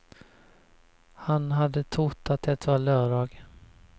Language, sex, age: Swedish, male, 20